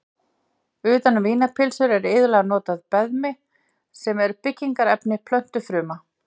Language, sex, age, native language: Icelandic, female, 40-49, Icelandic